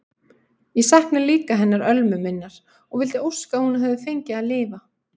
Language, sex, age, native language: Icelandic, female, 18-19, Icelandic